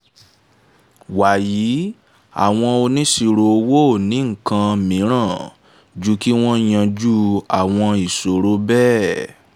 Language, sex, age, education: Yoruba, male, 15-29, tertiary